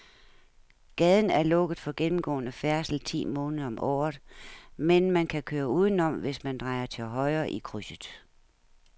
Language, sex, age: Danish, female, 69